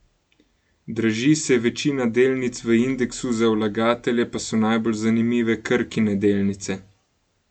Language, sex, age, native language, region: Slovenian, male, 18-29, Slovenian, Gorenjska region